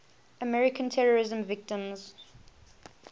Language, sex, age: English, female, 18